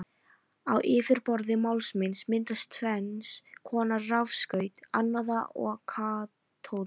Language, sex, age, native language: Icelandic, female, 13, Icelandic